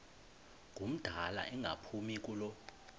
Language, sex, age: Xhosa, male, 20